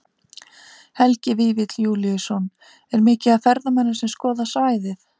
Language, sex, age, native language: Icelandic, female, 30-39, Icelandic